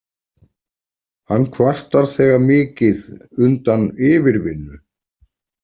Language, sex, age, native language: Icelandic, male, 40-49, Icelandic